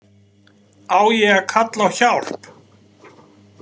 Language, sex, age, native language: Icelandic, male, 40-49, Icelandic